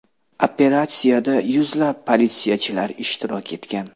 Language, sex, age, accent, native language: Uzbek, male, 25-34, Namangan, Uzbek